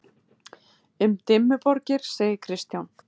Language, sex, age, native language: Icelandic, female, 50-59, Icelandic